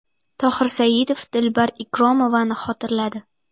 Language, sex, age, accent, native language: Uzbek, female, 18-24, Jizzax, Uzbek